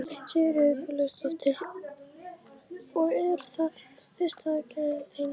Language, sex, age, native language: Icelandic, female, 11, Icelandic